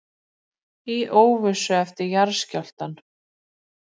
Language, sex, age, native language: Icelandic, female, 40-49, Icelandic